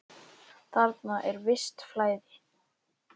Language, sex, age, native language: Icelandic, male, 8, Icelandic